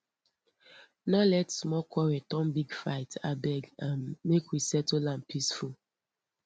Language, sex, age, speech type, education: Nigerian Pidgin, female, 15-29, spontaneous, tertiary